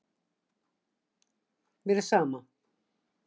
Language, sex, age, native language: Icelandic, female, 60-69, Icelandic